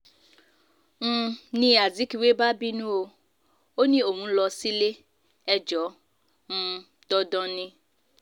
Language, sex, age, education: Yoruba, female, 15-29, tertiary